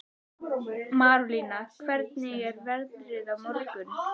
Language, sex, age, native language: Icelandic, female, 14, Icelandic